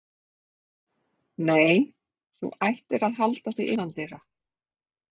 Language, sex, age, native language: Icelandic, female, 30-39, Icelandic